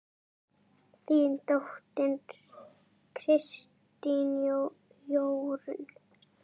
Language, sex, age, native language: Icelandic, female, 8, Icelandic